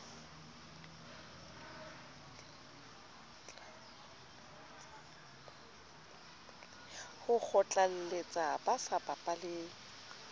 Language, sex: Southern Sotho, female